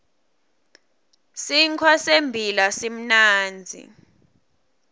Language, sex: Swati, female